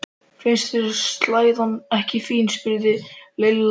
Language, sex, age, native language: Icelandic, male, 13, Icelandic